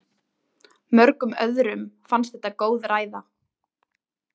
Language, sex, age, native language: Icelandic, female, 20-29, Icelandic